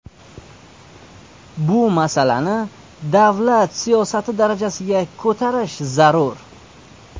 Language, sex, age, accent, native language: Uzbek, male, 25-34, Surxondaryo, Uzbek